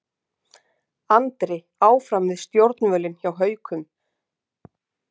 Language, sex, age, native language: Icelandic, female, 40-49, Icelandic